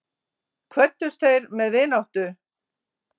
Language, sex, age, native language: Icelandic, female, 50-59, Icelandic